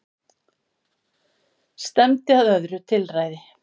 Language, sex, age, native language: Icelandic, female, 50-59, Icelandic